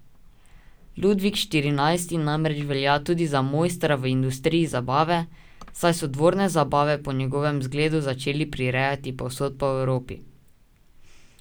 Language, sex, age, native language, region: Slovenian, male, 18-29, Slovenian, Drava region